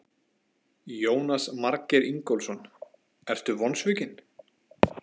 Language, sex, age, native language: Icelandic, male, 20-29, Icelandic